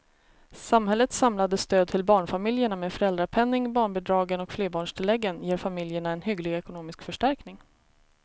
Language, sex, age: Swedish, female, 33